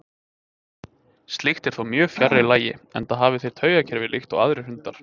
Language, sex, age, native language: Icelandic, male, 20-29, Icelandic